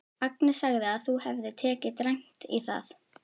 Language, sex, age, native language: Icelandic, female, 12, Icelandic